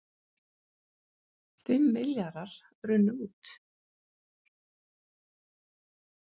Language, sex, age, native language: Icelandic, female, 50-59, Icelandic